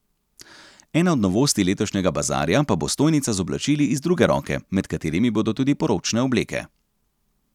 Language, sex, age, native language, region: Slovenian, male, 30-49, Slovenian, Central Slovenia